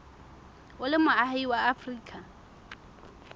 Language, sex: Southern Sotho, female